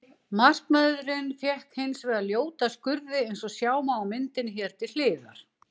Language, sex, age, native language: Icelandic, female, 60-69, Icelandic